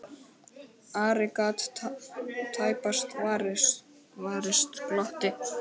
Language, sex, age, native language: Icelandic, male, 10, Icelandic